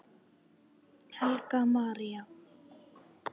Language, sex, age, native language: Icelandic, female, 9, Icelandic